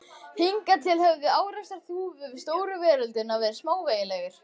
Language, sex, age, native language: Icelandic, male, 12, Icelandic